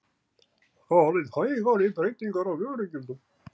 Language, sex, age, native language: Icelandic, male, 70-79, Icelandic